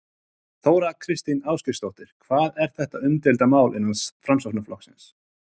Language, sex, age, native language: Icelandic, male, 30-39, Icelandic